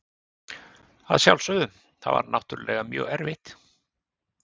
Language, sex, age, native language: Icelandic, male, 50-59, Icelandic